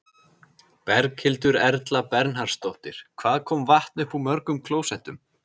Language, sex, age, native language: Icelandic, male, 30-39, Icelandic